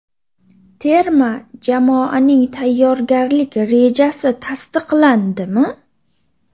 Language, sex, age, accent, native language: Uzbek, female, 25-34, Toshkent shahri, Uzbek